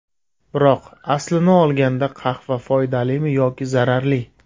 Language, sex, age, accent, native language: Uzbek, male, 25-34, Surxondaryo, Uzbek